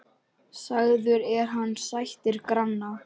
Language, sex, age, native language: Icelandic, male, 10, Icelandic